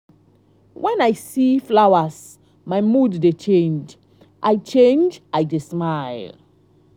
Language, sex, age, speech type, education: Nigerian Pidgin, female, 30-45, spontaneous, tertiary